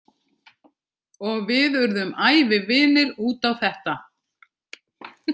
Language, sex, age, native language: Icelandic, female, 50-59, Icelandic